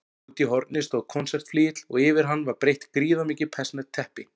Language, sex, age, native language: Icelandic, male, 40-49, Icelandic